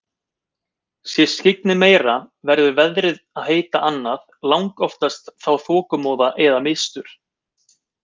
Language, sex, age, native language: Icelandic, male, 20-29, Icelandic